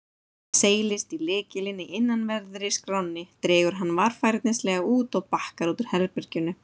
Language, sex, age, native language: Icelandic, female, 30-39, Icelandic